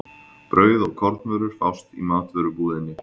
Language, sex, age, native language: Icelandic, male, 20-29, Icelandic